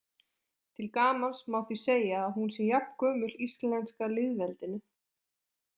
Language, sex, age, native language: Icelandic, female, 20-29, Icelandic